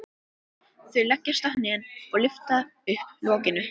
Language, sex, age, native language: Icelandic, female, 12, Icelandic